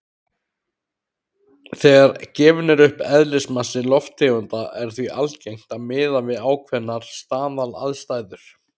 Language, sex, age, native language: Icelandic, male, 30-39, Icelandic